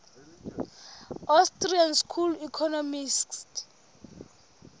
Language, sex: Southern Sotho, female